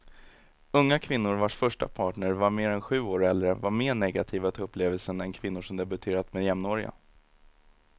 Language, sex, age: Swedish, male, 30